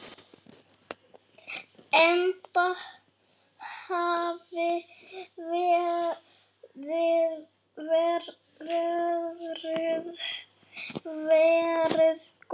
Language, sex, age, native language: Icelandic, male, 6, Icelandic